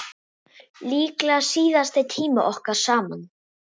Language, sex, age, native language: Icelandic, female, 7, Icelandic